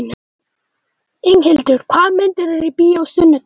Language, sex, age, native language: Icelandic, male, 12, Icelandic